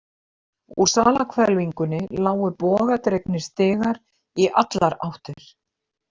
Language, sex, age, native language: Icelandic, female, 50-59, Icelandic